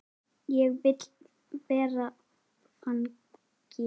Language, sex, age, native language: Icelandic, male, 9, Icelandic